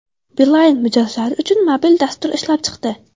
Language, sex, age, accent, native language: Uzbek, female, 12-17, Farg'ona, Uzbek